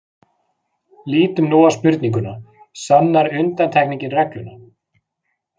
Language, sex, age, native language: Icelandic, male, 40-49, Icelandic